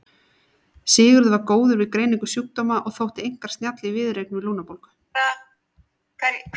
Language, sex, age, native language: Icelandic, female, 30-39, Icelandic